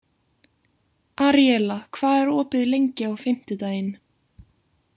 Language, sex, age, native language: Icelandic, female, 18-19, Icelandic